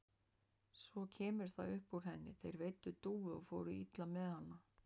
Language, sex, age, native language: Icelandic, female, 40-49, Icelandic